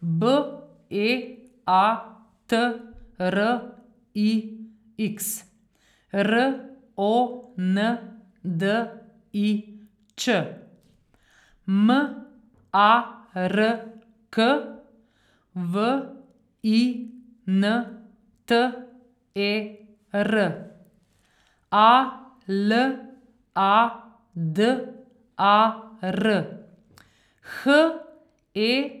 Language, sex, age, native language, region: Slovenian, female, 50-59, Slovenian, Carinthia region